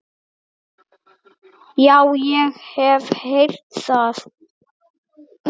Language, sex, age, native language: Icelandic, male, 6, Icelandic